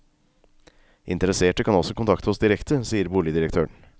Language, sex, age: Norwegian, male, 36